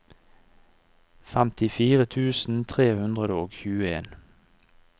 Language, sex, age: Norwegian, male, 49